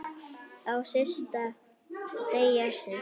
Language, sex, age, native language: Icelandic, male, 10, Icelandic